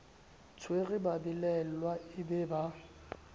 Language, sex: Southern Sotho, male